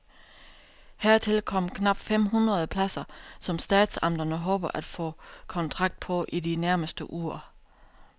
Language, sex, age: Danish, female, 32